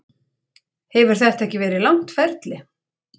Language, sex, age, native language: Icelandic, female, 40-49, Icelandic